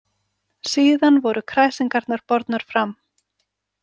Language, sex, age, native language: Icelandic, female, 40-49, Icelandic